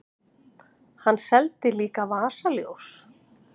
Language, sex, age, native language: Icelandic, female, 50-59, Icelandic